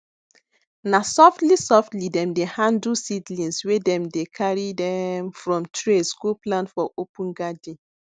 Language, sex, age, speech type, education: Nigerian Pidgin, female, 15-29, spontaneous, tertiary